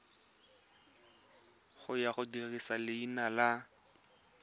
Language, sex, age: Tswana, male, 20